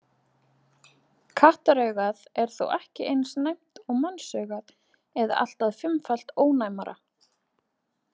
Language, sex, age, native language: Icelandic, female, 20-29, Icelandic